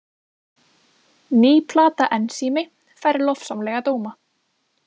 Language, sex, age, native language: Icelandic, female, 20-29, Icelandic